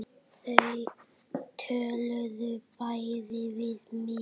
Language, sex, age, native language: Icelandic, male, 8, Icelandic